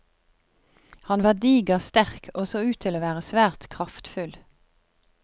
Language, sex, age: Norwegian, female, 50